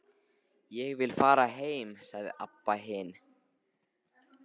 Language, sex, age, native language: Icelandic, other, 13, Icelandic